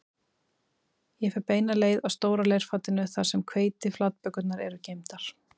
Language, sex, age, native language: Icelandic, female, 30-39, Icelandic